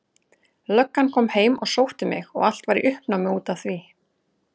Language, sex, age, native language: Icelandic, female, 30-39, Icelandic